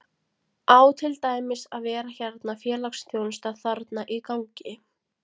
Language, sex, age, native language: Icelandic, female, 16, Latvian